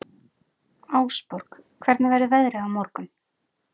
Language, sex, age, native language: Icelandic, female, 40-49, Icelandic